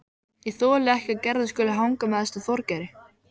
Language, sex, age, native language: Icelandic, male, 13, Icelandic